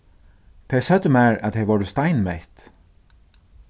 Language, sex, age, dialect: Faroese, male, 36-60, Suðurstreymoy